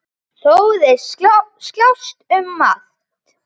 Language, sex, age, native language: Icelandic, male, 9, Icelandic